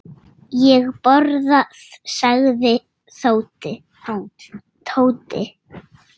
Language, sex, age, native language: Icelandic, female, 6, Russian